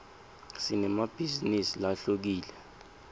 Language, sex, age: Swati, male, 20